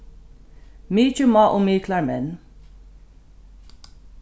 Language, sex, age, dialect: Faroese, female, 36-60, Norðurstreymoy/Eysturoy